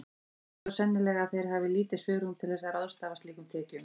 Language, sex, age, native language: Icelandic, female, 40-49, Icelandic